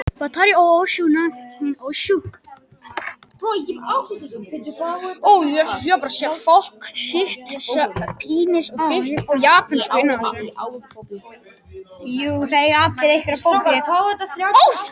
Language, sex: Icelandic, other